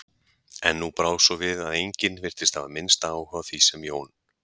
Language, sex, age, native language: Icelandic, male, 40-49, Icelandic